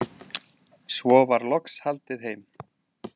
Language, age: Icelandic, 20-29